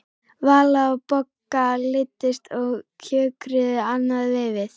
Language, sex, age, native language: Icelandic, female, 11, Icelandic